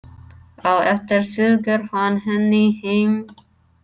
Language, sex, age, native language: Icelandic, female, 30-39, English